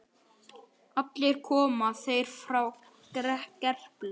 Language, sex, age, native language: Icelandic, male, 9, Icelandic